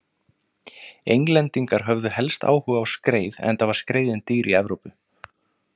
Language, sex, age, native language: Icelandic, male, 20-29, Icelandic